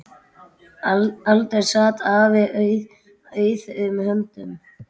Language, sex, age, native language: Icelandic, male, 8, Icelandic